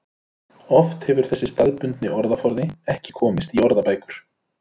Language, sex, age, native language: Icelandic, male, 30-39, Icelandic